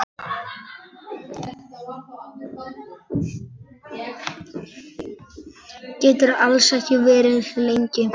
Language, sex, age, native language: Icelandic, male, 10, Icelandic